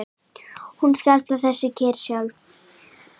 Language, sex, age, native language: Icelandic, female, 9, Icelandic